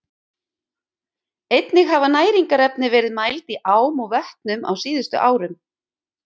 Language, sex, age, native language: Icelandic, female, 50-59, Icelandic